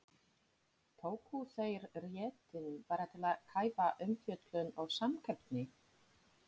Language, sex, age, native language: Icelandic, female, 30-39, Polish